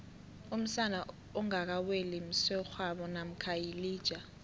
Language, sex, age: South Ndebele, female, 18